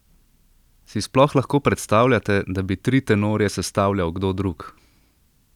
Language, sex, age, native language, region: Slovenian, male, 18-29, Slovenian, Central Slovenia